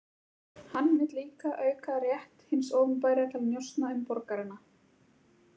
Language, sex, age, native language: Icelandic, female, 30-39, Icelandic